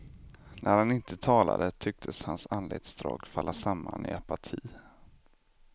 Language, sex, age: Swedish, male, 25